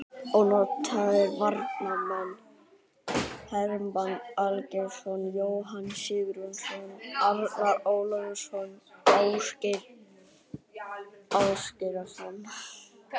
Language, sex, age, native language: Icelandic, female, 60-69, Icelandic